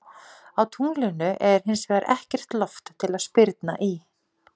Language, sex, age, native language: Icelandic, female, 40-49, Icelandic